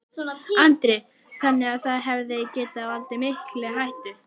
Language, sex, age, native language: Icelandic, female, 11, Icelandic